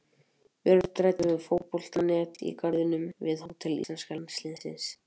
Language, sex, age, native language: Icelandic, male, 18-19, Icelandic